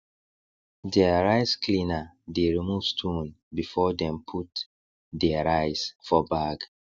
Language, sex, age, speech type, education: Nigerian Pidgin, male, 30-45, spontaneous, tertiary